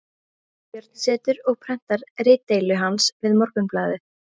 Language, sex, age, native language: Icelandic, female, 14, Icelandic